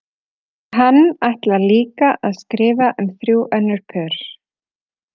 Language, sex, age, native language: Icelandic, female, 40-49, Icelandic